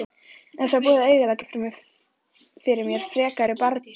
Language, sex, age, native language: Icelandic, female, 11, Icelandic